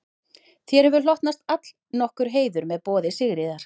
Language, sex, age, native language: Icelandic, female, 30-39, Icelandic